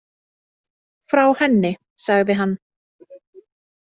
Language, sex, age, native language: Icelandic, female, 30-39, Icelandic